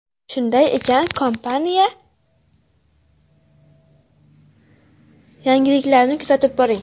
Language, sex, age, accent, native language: Uzbek, female, 12-17, Farg'ona, Uzbek